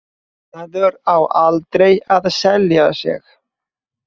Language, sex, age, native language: Icelandic, male, 20-29, Icelandic